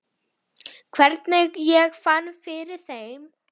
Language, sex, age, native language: Icelandic, female, 10, Icelandic